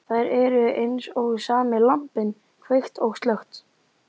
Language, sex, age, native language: Icelandic, male, 11, Icelandic